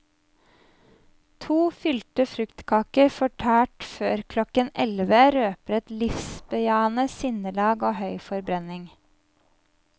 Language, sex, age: Norwegian, female, 27